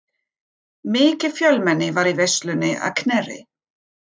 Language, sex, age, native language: Icelandic, female, 50-59, German